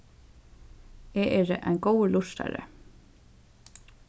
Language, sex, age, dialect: Faroese, female, 15-35, Suðurstreymoy